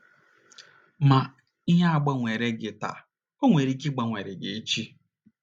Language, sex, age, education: Igbo, male, 30-45, tertiary